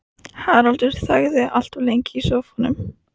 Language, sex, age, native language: Icelandic, female, 15, Icelandic